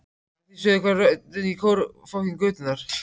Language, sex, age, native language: Icelandic, male, 14, Icelandic